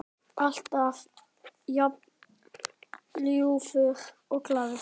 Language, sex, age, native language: Icelandic, male, 10, Icelandic